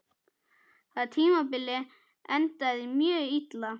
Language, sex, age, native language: Icelandic, male, 9, Icelandic